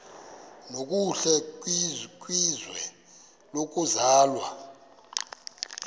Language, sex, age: Xhosa, male, 23